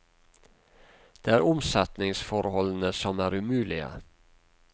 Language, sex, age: Norwegian, male, 48